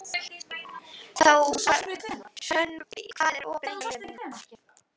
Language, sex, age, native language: Icelandic, female, 12, Icelandic